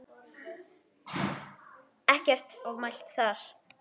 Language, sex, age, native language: Icelandic, female, 10, Icelandic